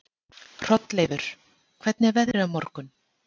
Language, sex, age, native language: Icelandic, female, 40-49, Icelandic